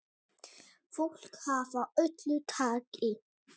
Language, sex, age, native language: Icelandic, female, 8, Icelandic